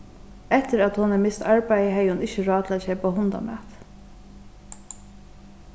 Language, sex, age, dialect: Faroese, female, 36-60, Suðurstreymoy